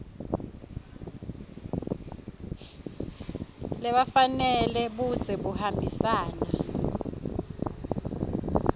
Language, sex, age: Swati, female, 21